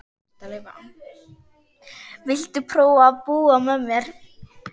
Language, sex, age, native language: Icelandic, female, 11, Icelandic